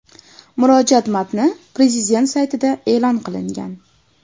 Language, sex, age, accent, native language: Uzbek, female, 18-24, Toshkent viloyati, Uzbek